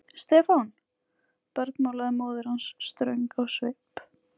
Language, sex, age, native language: Icelandic, female, 20-29, Icelandic